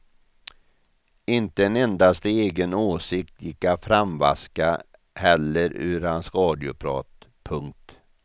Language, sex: Swedish, male